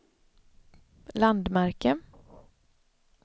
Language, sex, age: Swedish, female, 31